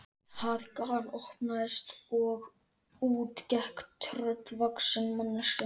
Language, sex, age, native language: Icelandic, male, 13, Icelandic